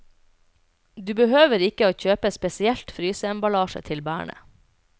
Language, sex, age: Norwegian, female, 29